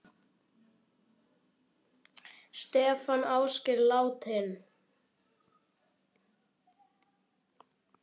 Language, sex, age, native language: Icelandic, male, 10, Icelandic